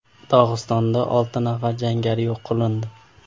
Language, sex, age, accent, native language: Uzbek, male, 18-24, Farg'ona, Uzbek